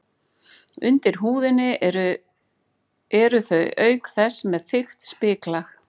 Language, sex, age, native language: Icelandic, female, 40-49, Icelandic